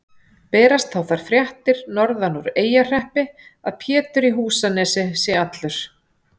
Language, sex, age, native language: Icelandic, female, 40-49, Icelandic